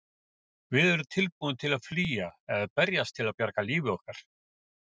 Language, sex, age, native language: Icelandic, male, 50-59, Icelandic